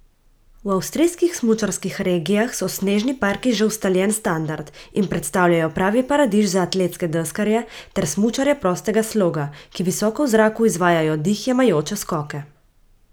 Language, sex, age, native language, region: Slovenian, female, 18-29, Slovenian, Gorica region